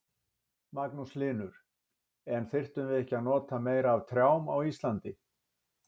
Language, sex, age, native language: Icelandic, male, 60-69, Icelandic